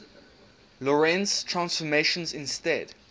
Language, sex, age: English, male, 19